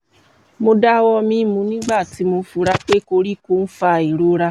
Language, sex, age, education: Yoruba, female, 30-45, tertiary